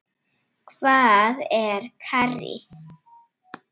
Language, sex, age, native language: Icelandic, other, 8, Icelandic